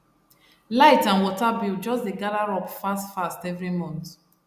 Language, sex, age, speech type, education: Nigerian Pidgin, female, 30-45, spontaneous, tertiary